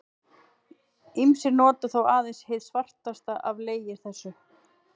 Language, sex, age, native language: Icelandic, female, 40-49, Icelandic